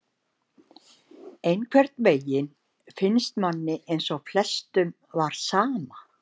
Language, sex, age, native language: Icelandic, female, 60-69, Icelandic